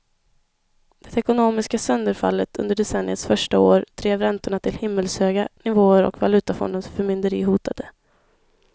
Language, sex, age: Swedish, female, 21